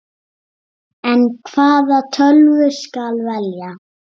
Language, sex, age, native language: Icelandic, male, 7, Icelandic